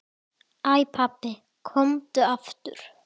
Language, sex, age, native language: Icelandic, female, 10, Icelandic